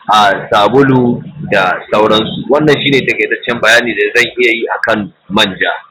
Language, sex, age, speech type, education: Hausa, male, 15-29, spontaneous, tertiary